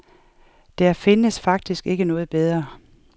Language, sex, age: Danish, female, 47